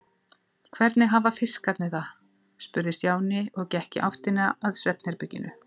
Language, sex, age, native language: Icelandic, female, 40-49, Icelandic